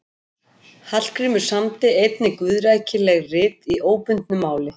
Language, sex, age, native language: Icelandic, female, 50-59, Icelandic